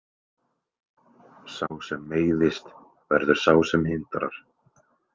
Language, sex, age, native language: Icelandic, male, 20-29, Icelandic